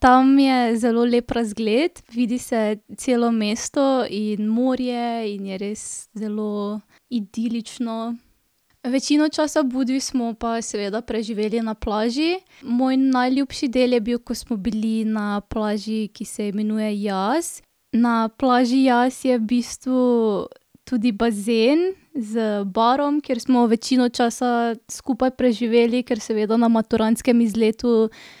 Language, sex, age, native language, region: Slovenian, female, 18-29, Slovenian, Drava region